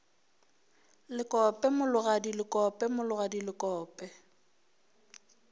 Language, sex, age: Northern Sotho, female, 23